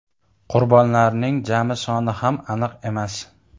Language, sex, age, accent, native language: Uzbek, male, 25-34, Farg'ona, Uzbek